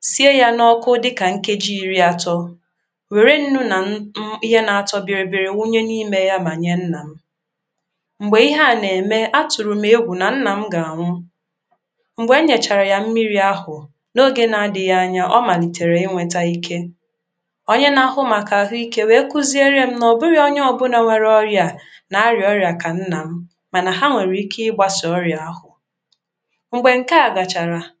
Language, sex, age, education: Igbo, female, 15-29, tertiary